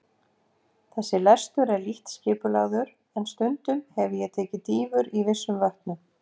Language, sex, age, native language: Icelandic, female, 50-59, Icelandic